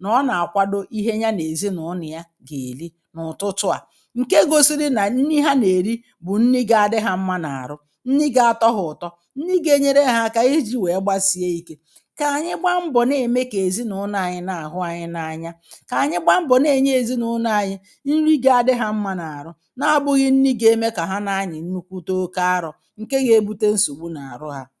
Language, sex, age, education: Igbo, female, 30-45, primary